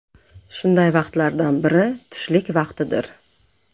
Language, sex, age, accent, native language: Uzbek, female, 35+, Namangan, Uzbek